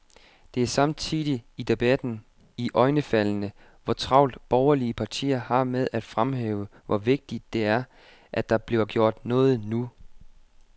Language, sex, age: Danish, male, 25